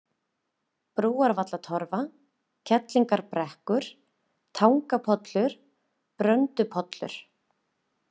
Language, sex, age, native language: Icelandic, female, 30-39, Icelandic